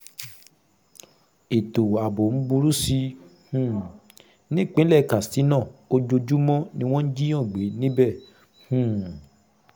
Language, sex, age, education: Yoruba, male, 30-45, secondary